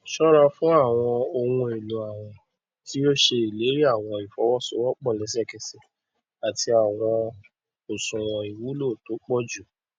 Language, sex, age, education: Yoruba, male, 15-29, tertiary